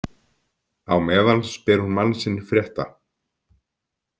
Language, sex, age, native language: Icelandic, male, 50-59, Icelandic